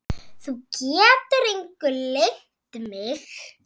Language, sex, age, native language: Icelandic, female, 7, Icelandic